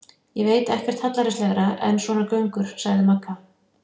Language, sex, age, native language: Icelandic, female, 50-59, Icelandic